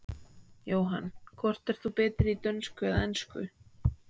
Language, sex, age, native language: Icelandic, female, 18-19, Icelandic